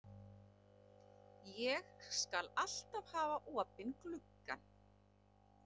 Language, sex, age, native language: Icelandic, male, 11, Icelandic